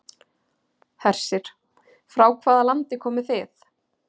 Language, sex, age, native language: Icelandic, female, 30-39, Icelandic